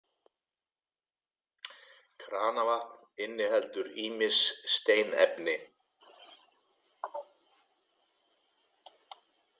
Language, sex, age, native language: Icelandic, male, 70-79, Icelandic